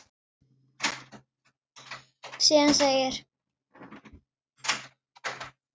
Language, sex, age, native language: Icelandic, female, 9, Icelandic